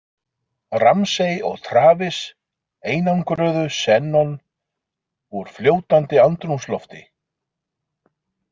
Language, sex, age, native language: Icelandic, male, 40-49, Icelandic